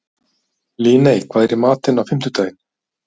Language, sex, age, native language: Icelandic, male, 50-59, Icelandic